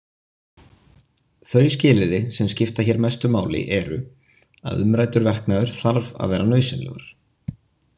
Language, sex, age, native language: Icelandic, male, 20-29, Icelandic